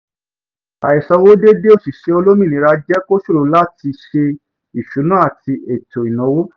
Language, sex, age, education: Yoruba, male, 15-29, tertiary